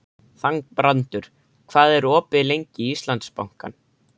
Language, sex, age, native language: Icelandic, male, 13, Icelandic